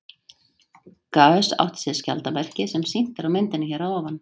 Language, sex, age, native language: Icelandic, female, 30-39, Icelandic